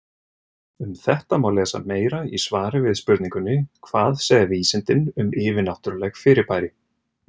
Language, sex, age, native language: Icelandic, male, 30-39, Icelandic